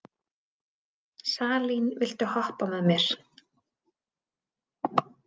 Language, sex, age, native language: Icelandic, female, 20-29, Icelandic